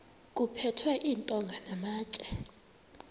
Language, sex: Xhosa, female